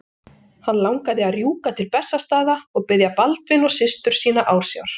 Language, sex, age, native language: Icelandic, female, 40-49, Icelandic